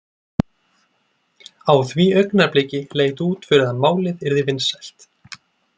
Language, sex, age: Icelandic, male, 20-29